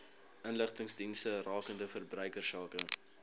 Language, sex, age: Afrikaans, male, 19